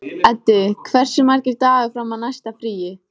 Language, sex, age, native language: Icelandic, female, 14, Icelandic